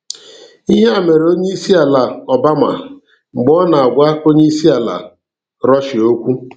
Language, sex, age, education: Igbo, male, 46-60, tertiary